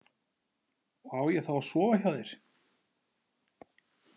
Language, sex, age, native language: Icelandic, male, 40-49, Icelandic